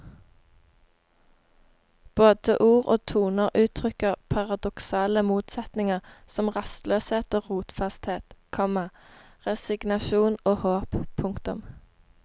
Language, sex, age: Norwegian, female, 18